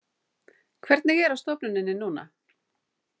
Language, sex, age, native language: Icelandic, female, 40-49, Icelandic